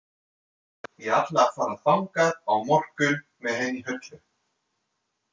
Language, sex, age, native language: Icelandic, male, 30-39, French